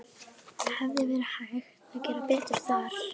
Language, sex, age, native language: Icelandic, female, 11, Icelandic